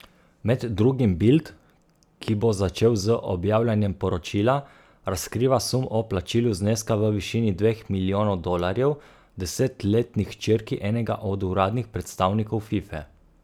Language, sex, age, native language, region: Slovenian, male, 30-49, Slovenian, Gorica region